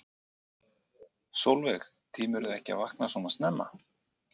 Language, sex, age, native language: Icelandic, male, 40-49, Icelandic